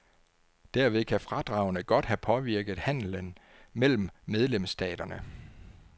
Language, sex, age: Danish, male, 49